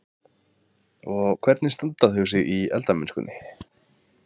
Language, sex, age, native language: Icelandic, male, 20-29, Icelandic